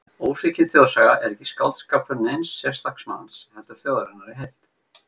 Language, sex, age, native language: Icelandic, male, 50-59, Icelandic